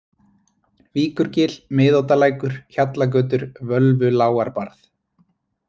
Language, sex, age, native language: Icelandic, male, 20-29, Icelandic